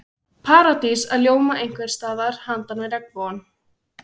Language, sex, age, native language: Icelandic, female, 16, Icelandic